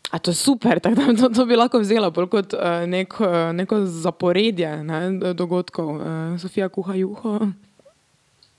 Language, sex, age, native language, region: Slovenian, female, 18-29, Slovenian, Drava region